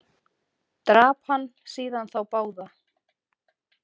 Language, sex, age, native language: Icelandic, female, 30-39, Icelandic